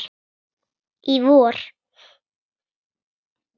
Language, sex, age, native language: Icelandic, female, 8, Icelandic